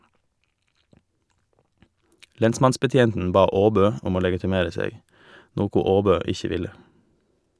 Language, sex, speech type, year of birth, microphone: Norwegian, male, read, 1988, Shure